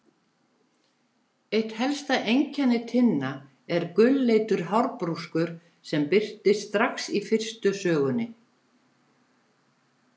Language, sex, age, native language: Icelandic, female, 70-79, Icelandic